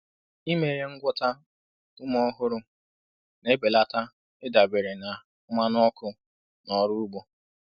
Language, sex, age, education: Igbo, male, 15-29, tertiary